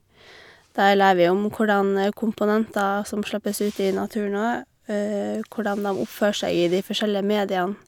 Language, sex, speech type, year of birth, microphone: Norwegian, female, spontaneous, 1989, Shure